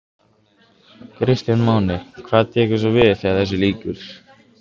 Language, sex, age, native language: Icelandic, male, 15, Icelandic